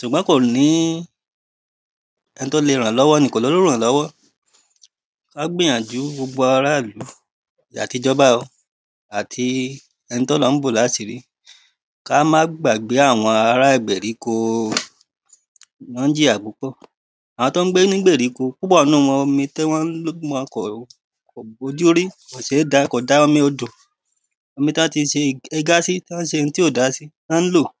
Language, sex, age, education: Yoruba, male, 30-45, primary